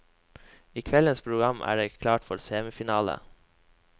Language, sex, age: Norwegian, male, 21